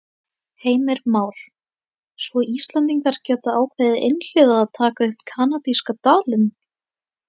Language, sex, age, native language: Icelandic, female, 18-19, Icelandic